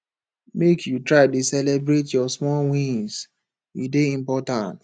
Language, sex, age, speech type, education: Nigerian Pidgin, male, 15-29, spontaneous, tertiary